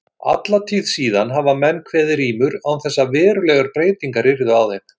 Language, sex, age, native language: Icelandic, male, 60-69, Icelandic